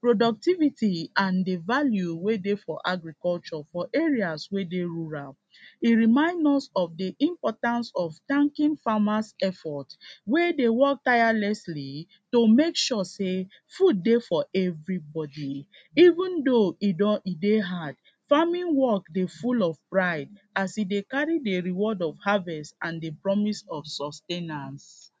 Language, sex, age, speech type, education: Nigerian Pidgin, female, 15-29, spontaneous, secondary